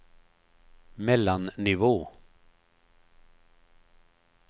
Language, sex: Swedish, male